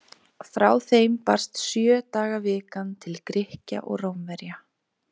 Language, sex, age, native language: Icelandic, female, 20-29, Icelandic